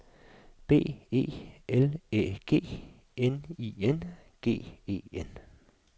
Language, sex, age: Danish, male, 52